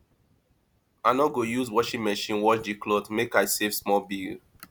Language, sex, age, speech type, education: Nigerian Pidgin, male, 30-45, spontaneous, tertiary